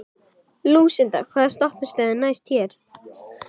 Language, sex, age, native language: Icelandic, male, 12, Icelandic